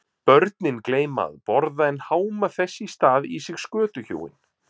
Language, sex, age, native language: Icelandic, male, 30-39, Icelandic